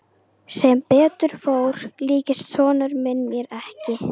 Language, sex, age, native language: Icelandic, other, 12, Icelandic